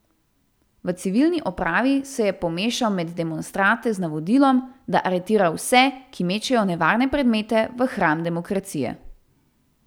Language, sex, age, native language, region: Slovenian, female, 18-29, Slovenian, Central Slovenia